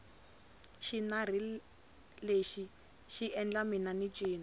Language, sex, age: Tsonga, female, 22